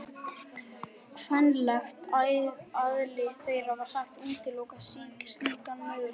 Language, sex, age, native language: Icelandic, male, 11, Icelandic